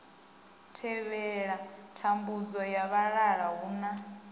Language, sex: Venda, female